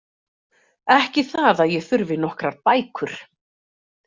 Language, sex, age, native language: Icelandic, female, 40-49, Icelandic